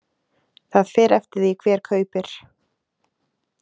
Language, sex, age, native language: Icelandic, female, 20-29, Icelandic